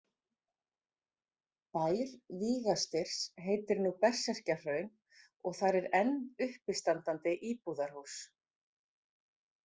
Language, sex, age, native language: Icelandic, female, 40-49, Icelandic